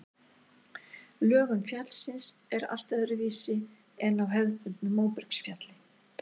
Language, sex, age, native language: Icelandic, female, 60-69, Icelandic